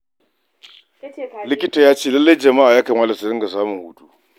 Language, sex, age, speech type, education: Hausa, male, 46-60, read, tertiary